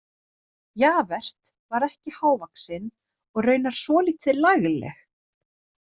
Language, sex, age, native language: Icelandic, female, 30-39, Icelandic